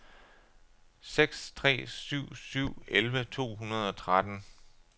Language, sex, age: Danish, male, 33